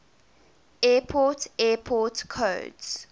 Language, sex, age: English, female, 21